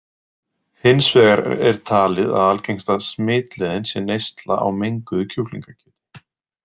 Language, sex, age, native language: Icelandic, male, 20-29, Icelandic